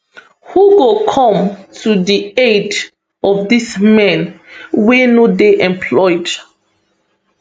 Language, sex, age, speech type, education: Nigerian Pidgin, female, 15-29, spontaneous, tertiary